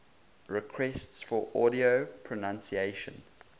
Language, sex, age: English, male, 20